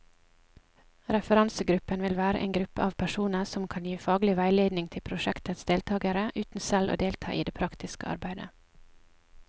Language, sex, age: Norwegian, female, 27